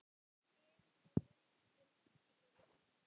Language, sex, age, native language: Icelandic, male, 10, Icelandic